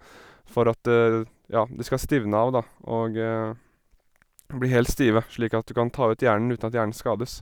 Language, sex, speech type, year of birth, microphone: Norwegian, male, spontaneous, 1987, Sennheiser